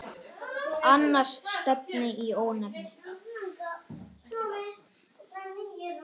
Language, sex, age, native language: Icelandic, male, 9, Icelandic